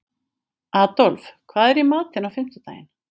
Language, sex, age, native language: Icelandic, female, 50-59, Icelandic